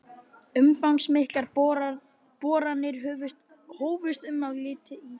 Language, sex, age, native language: Icelandic, male, 12, Icelandic